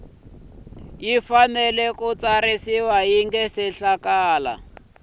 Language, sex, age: Tsonga, male, 26